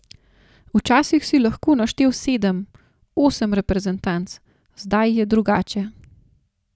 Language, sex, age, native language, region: Slovenian, female, 30-49, Slovenian, Gorenjska region